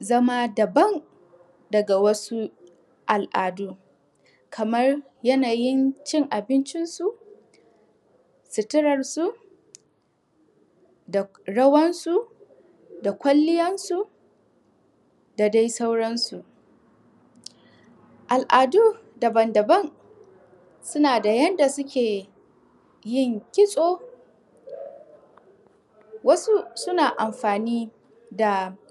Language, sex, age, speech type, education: Hausa, female, 15-29, spontaneous, tertiary